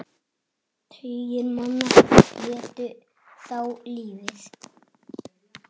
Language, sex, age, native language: Icelandic, male, 6, Icelandic